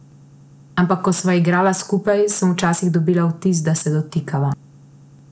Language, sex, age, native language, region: Slovenian, female, 18-29, Slovenian, Central Slovenia